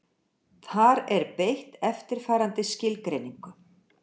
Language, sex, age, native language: Icelandic, female, 60-69, Icelandic